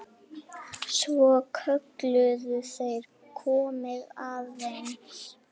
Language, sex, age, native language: Icelandic, female, 7, Icelandic